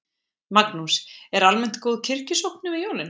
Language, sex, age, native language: Icelandic, female, 20-29, Icelandic